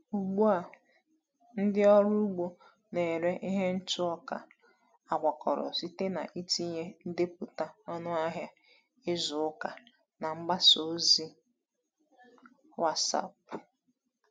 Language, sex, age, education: Igbo, female, 15-29, tertiary